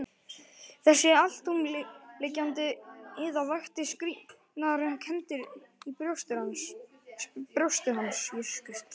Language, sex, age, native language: Icelandic, male, 11, Icelandic